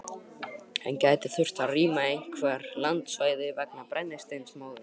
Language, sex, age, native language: Icelandic, male, 12, Icelandic